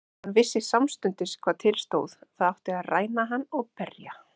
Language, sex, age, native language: Icelandic, female, 30-39, Icelandic